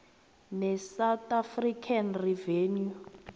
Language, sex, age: South Ndebele, female, 23